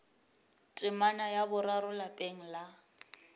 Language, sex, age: Northern Sotho, female, 27